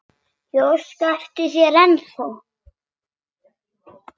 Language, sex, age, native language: Icelandic, male, 6, Icelandic